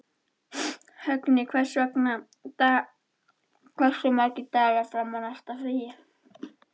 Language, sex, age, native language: Icelandic, female, 13, Icelandic